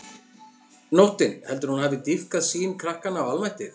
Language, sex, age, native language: Icelandic, male, 50-59, Icelandic